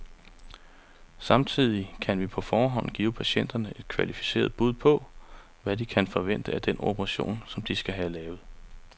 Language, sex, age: Danish, male, 35